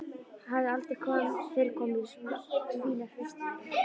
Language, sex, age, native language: Icelandic, female, 11, Icelandic